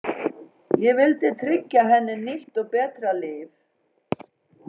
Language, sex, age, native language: Icelandic, female, 40-49, Faroese